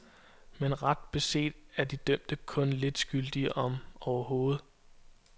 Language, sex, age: Danish, male, 22